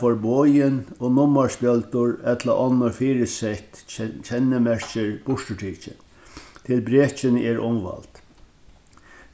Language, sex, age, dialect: Faroese, male, 61+, Norðurstreymoy/Eysturoy